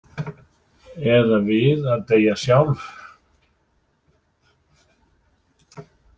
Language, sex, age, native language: Icelandic, male, 60-69, Icelandic